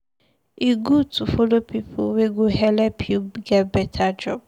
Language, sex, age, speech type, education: Nigerian Pidgin, female, 15-29, read, secondary